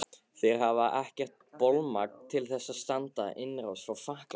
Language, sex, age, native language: Icelandic, male, 15, Icelandic